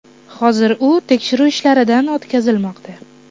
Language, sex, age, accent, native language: Uzbek, female, 18-24, Toshkent shahri, Uzbek